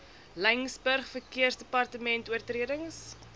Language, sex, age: Afrikaans, female, 20